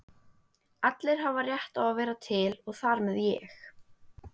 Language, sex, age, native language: Icelandic, female, 18-19, Icelandic